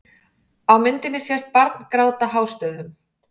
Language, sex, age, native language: Icelandic, female, 40-49, Icelandic